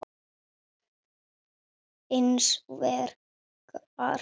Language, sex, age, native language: Icelandic, male, 7, Icelandic